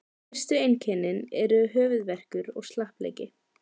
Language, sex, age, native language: Icelandic, female, 12, Icelandic